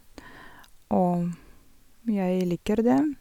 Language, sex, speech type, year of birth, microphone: Norwegian, female, spontaneous, 1982, Sennheiser